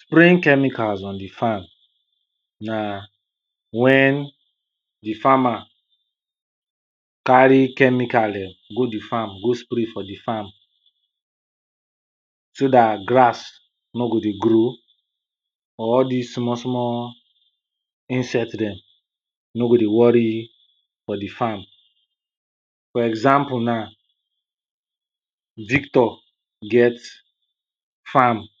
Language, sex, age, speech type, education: Nigerian Pidgin, male, 15-29, spontaneous, primary